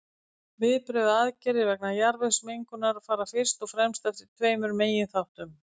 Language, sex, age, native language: Icelandic, female, 50-59, Icelandic